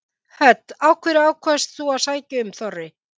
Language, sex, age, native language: Icelandic, female, 50-59, Icelandic